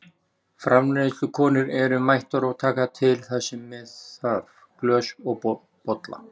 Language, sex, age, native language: Icelandic, male, 40-49, Icelandic